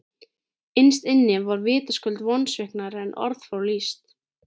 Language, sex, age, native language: Icelandic, female, 13, Icelandic